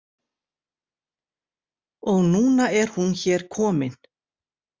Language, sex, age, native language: Icelandic, female, 60-69, Icelandic